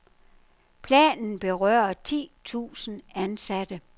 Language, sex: Danish, female